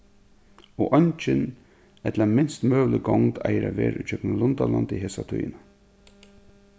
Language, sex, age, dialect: Faroese, male, 36-60, Suðurstreymoy